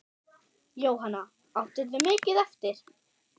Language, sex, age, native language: Icelandic, male, 6, German